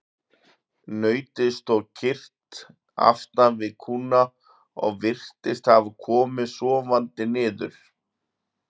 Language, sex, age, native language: Icelandic, male, 40-49, Icelandic